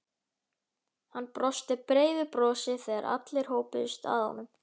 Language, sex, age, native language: Icelandic, male, 11, Icelandic